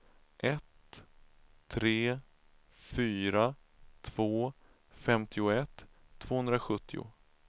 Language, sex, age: Swedish, male, 31